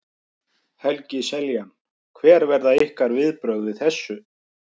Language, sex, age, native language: Icelandic, male, 50-59, Icelandic